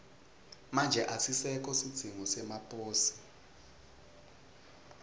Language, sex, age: Swati, male, 21